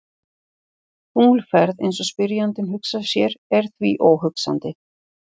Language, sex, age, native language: Icelandic, female, 50-59, Icelandic